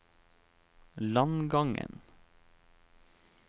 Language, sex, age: Norwegian, male, 28